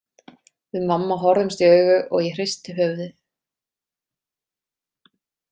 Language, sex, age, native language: Icelandic, female, 30-39, Icelandic